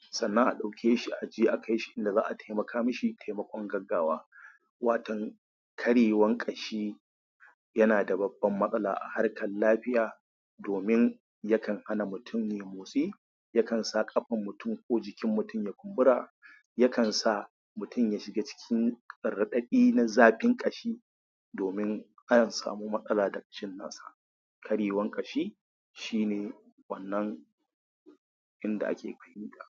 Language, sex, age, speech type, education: Hausa, male, 30-45, spontaneous, tertiary